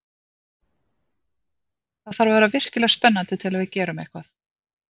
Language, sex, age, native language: Icelandic, female, 50-59, Icelandic